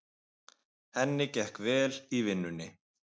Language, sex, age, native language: Icelandic, male, 20-29, Icelandic